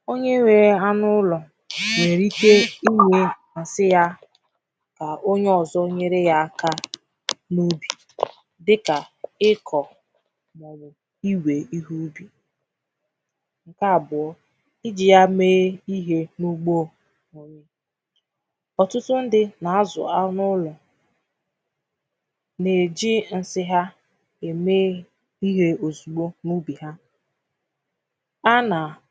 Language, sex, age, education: Igbo, female, 15-29, tertiary